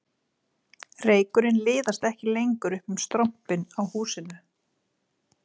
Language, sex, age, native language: Icelandic, female, 30-39, Icelandic